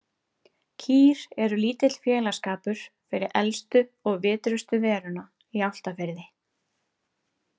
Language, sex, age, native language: Icelandic, female, 30-39, Icelandic